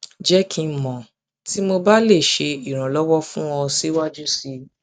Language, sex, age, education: Yoruba, female, 15-29, tertiary